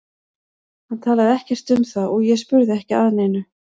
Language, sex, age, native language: Icelandic, female, 40-49, Icelandic